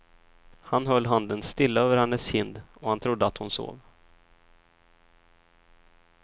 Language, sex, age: Swedish, male, 23